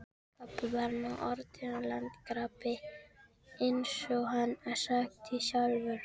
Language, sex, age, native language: Icelandic, female, 13, Filipino